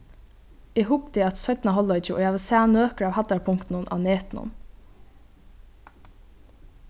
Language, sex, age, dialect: Faroese, female, 15-35, Norðurstreymoy/Eysturoy